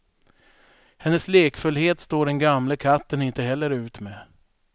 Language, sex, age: Swedish, male, 42